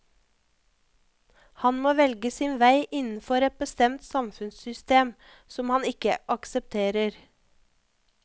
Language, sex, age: Norwegian, female, 34